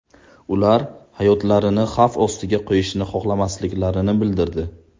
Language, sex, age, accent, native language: Uzbek, male, 18-24, Buxoro, Uzbek